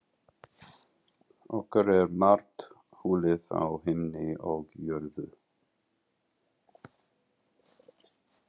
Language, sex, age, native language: Icelandic, female, 40-49, English